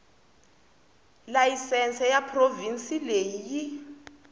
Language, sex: Tsonga, female